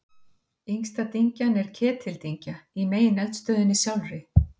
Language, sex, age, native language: Icelandic, female, 50-59, Icelandic